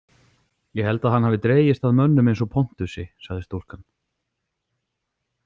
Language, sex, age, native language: Icelandic, male, 40-49, Icelandic